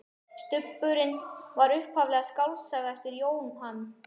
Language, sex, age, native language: Icelandic, male, 12, Icelandic